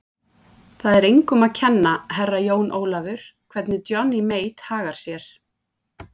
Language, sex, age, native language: Icelandic, female, 40-49, Icelandic